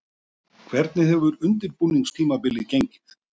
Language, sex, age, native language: Icelandic, male, 50-59, Icelandic